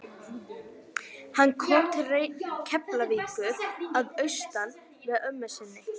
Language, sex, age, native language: Icelandic, female, 11, Icelandic